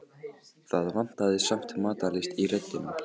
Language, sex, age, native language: Icelandic, male, 14, Icelandic